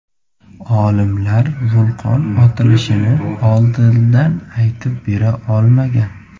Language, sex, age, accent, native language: Uzbek, male, 25-34, Surxondaryo, Uzbek